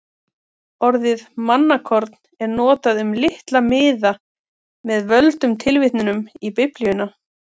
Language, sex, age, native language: Icelandic, female, 30-39, Icelandic